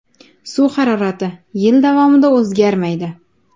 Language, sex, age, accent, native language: Uzbek, female, 19-29, Farg'ona, Uzbek